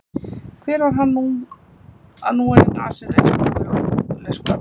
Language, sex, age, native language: Icelandic, female, 50-59, Icelandic